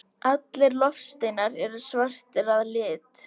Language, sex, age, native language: Icelandic, female, 18-19, Icelandic